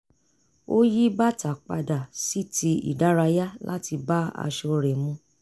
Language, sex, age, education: Yoruba, female, 30-45, tertiary